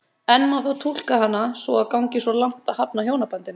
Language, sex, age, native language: Icelandic, female, 30-39, Icelandic